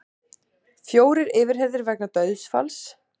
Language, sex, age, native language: Icelandic, female, 40-49, Icelandic